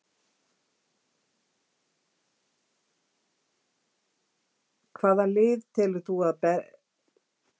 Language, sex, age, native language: Icelandic, female, 50-59, Icelandic